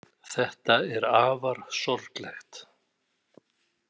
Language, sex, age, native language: Icelandic, male, 60-69, Icelandic